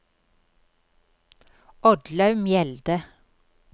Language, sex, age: Norwegian, female, 53